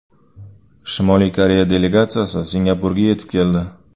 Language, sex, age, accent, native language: Uzbek, male, 25-34, Sirdaryo, Uzbek